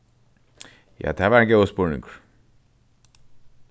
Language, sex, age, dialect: Faroese, male, 15-35, Norðurstreymoy/Eysturoy